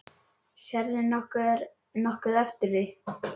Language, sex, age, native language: Icelandic, female, 8, Icelandic